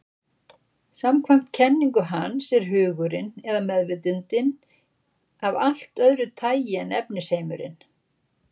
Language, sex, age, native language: Icelandic, female, 60-69, Icelandic